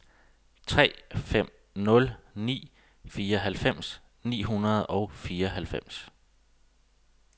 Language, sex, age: Danish, male, 32